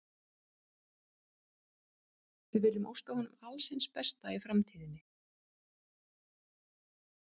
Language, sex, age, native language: Icelandic, female, 50-59, Icelandic